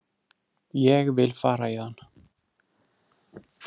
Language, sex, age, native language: Icelandic, male, 30-39, Icelandic